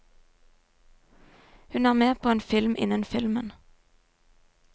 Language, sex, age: Norwegian, female, 22